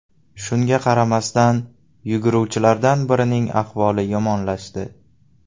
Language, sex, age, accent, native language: Uzbek, male, 18-24, Navoiy, Uzbek